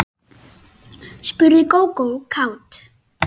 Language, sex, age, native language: Icelandic, male, 9, Icelandic